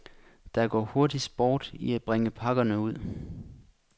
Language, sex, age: Danish, male, 26